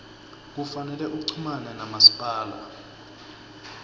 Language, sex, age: Swati, male, 22